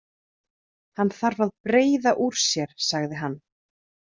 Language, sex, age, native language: Icelandic, female, 30-39, Icelandic